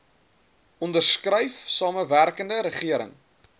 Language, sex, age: Afrikaans, male, 23